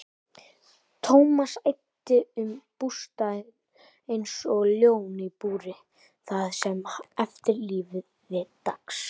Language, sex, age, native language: Icelandic, male, 18-19, Icelandic